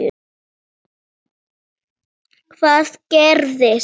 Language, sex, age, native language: Icelandic, female, 10, Icelandic